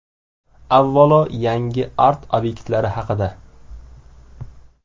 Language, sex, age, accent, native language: Uzbek, male, 18-24, Samarqand, Uzbek